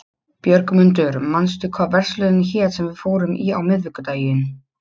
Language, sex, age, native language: Icelandic, male, 12, Polish